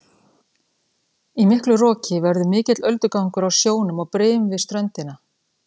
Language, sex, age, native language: Icelandic, female, 30-39, Icelandic